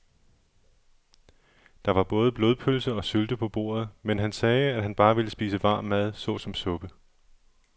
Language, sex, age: Danish, male, 37